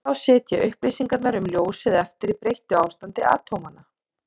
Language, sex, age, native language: Icelandic, female, 30-39, Icelandic